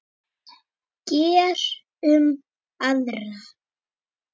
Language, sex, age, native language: Icelandic, female, 9, Icelandic